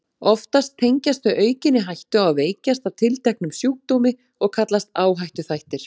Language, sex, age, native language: Icelandic, female, 40-49, Icelandic